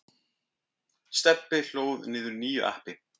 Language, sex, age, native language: Icelandic, male, 50-59, Icelandic